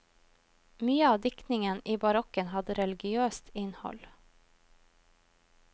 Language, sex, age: Norwegian, female, 21